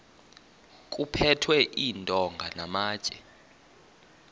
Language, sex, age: Xhosa, male, 24